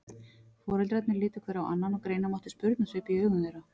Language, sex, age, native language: Icelandic, female, 40-49, Icelandic